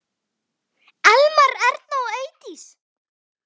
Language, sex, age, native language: Icelandic, female, 9, Icelandic